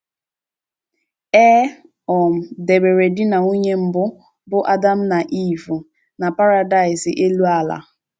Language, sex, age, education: Igbo, female, 15-29, tertiary